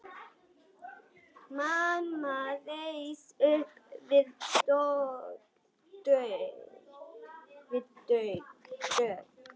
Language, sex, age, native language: Icelandic, female, 9, Icelandic